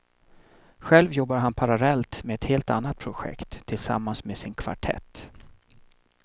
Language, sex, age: Swedish, male, 37